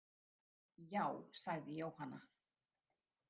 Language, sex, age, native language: Icelandic, female, 50-59, Icelandic